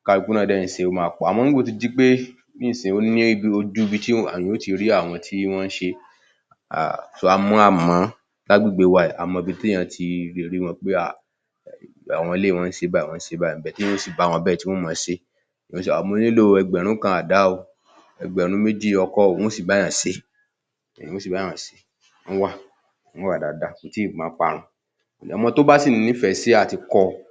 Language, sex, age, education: Yoruba, male, 30-45, tertiary